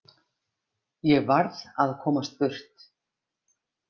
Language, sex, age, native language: Icelandic, female, 50-59, Icelandic